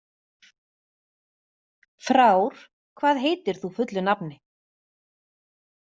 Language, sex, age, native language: Icelandic, female, 40-49, Icelandic